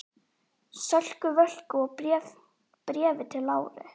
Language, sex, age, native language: Icelandic, female, 11, Icelandic